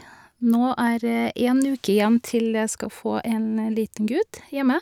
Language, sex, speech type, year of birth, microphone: Norwegian, female, spontaneous, 1982, Shure